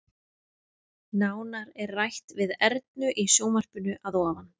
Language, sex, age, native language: Icelandic, female, 30-39, Icelandic